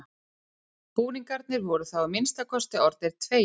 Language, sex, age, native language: Icelandic, female, 30-39, Icelandic